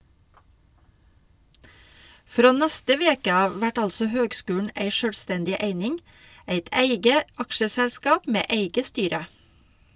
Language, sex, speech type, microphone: Norwegian, female, read, Shure